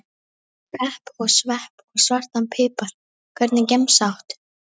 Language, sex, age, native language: Icelandic, female, 11, Icelandic